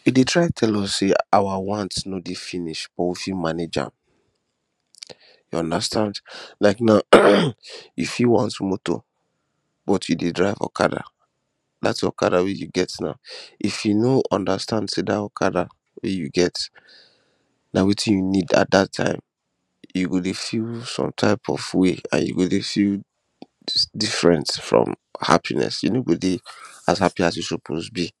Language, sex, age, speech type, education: Nigerian Pidgin, male, 15-29, spontaneous, tertiary